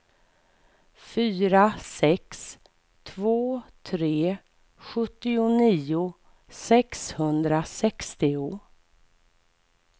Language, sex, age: Swedish, female, 44